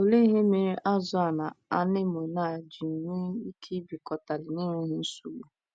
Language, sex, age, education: Igbo, female, 15-29, tertiary